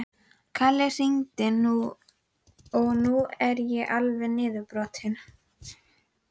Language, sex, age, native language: Icelandic, female, 12, Icelandic